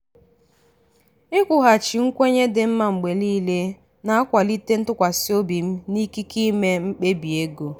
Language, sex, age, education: Igbo, female, 15-29, tertiary